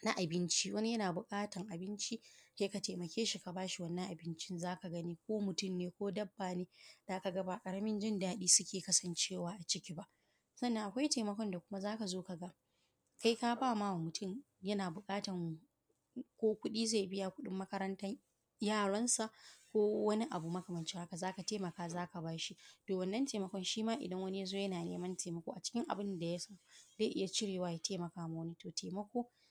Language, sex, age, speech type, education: Hausa, female, 30-45, spontaneous, primary